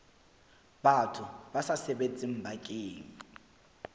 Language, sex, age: Southern Sotho, male, 25